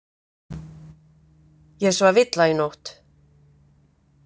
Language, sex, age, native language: Icelandic, female, 50-59, Icelandic